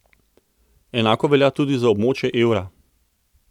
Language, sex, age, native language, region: Slovenian, male, 30-49, Slovenian, Central Slovenia